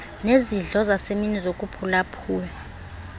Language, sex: Xhosa, female